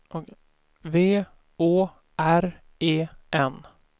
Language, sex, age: Swedish, male, 24